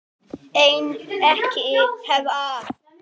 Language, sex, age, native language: Icelandic, male, 8, Icelandic